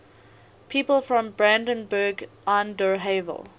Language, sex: English, female